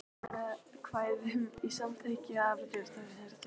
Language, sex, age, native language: Icelandic, female, 18-19, Icelandic